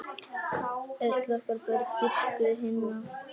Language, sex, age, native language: Icelandic, male, 10, Icelandic